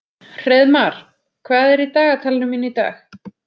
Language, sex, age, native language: Icelandic, female, 30-39, Icelandic